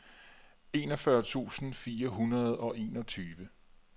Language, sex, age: Danish, male, 34